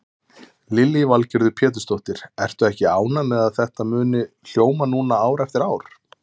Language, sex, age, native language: Icelandic, male, 30-39, Icelandic